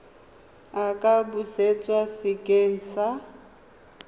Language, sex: Tswana, female